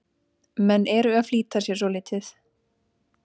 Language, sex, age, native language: Icelandic, female, 30-39, Icelandic